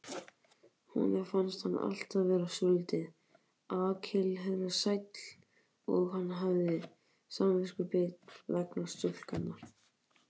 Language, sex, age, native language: Icelandic, male, 18-19, Icelandic